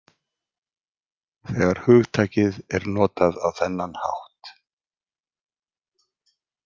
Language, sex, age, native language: Icelandic, male, 40-49, Icelandic